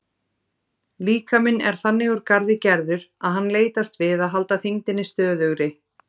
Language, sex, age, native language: Icelandic, female, 30-39, Icelandic